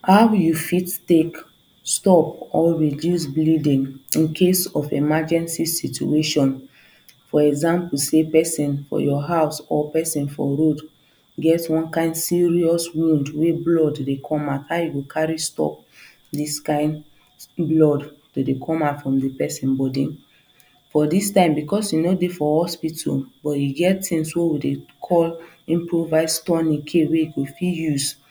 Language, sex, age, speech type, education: Nigerian Pidgin, female, 30-45, spontaneous, tertiary